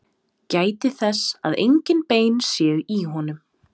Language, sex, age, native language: Icelandic, female, 20-29, Serbo-Croatian